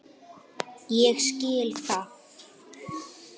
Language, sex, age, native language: Icelandic, female, 8, Icelandic